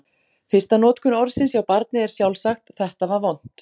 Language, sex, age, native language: Icelandic, female, 40-49, Icelandic